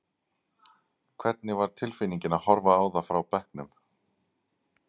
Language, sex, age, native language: Icelandic, male, 40-49, Icelandic